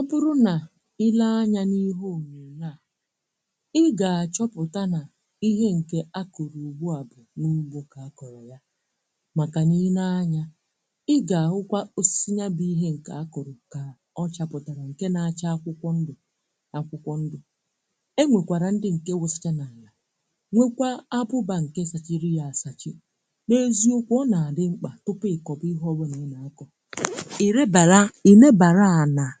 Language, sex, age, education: Igbo, female, 15-29, tertiary